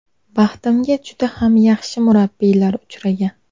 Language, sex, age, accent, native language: Uzbek, female, 18-24, Namangan, Uzbek